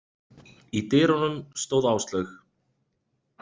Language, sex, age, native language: Icelandic, male, 30-39, Icelandic